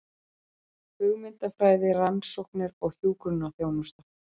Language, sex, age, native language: Icelandic, female, 30-39, Icelandic